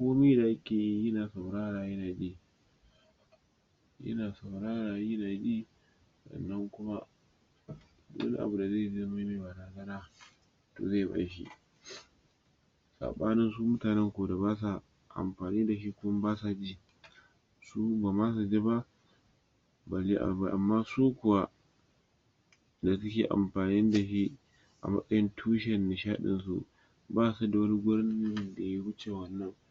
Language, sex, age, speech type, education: Hausa, male, 46-60, spontaneous, tertiary